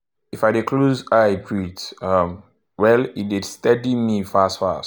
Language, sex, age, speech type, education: Nigerian Pidgin, male, 15-29, spontaneous, tertiary